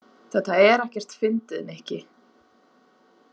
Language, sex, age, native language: Icelandic, female, 20-29, Icelandic